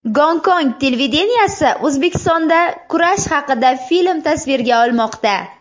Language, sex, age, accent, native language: Uzbek, female, 18-24, Surxondaryo, Uzbek